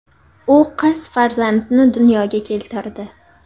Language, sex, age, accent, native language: Uzbek, female, 19-29, Namangan, Uzbek